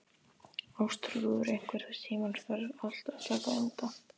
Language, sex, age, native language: Icelandic, male, 12, Icelandic